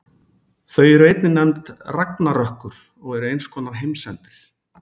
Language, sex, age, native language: Icelandic, male, 40-49, Icelandic